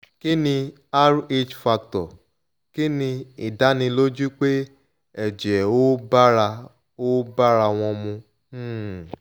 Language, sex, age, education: Yoruba, male, 15-29, tertiary